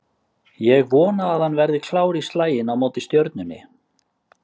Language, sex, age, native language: Icelandic, male, 30-39, Icelandic